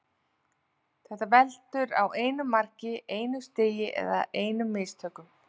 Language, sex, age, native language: Icelandic, female, 40-49, Icelandic